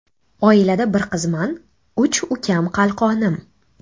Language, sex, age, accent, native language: Uzbek, female, 18-24, Navoiy, Uzbek